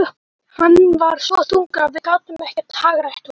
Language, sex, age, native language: Icelandic, male, 12, Icelandic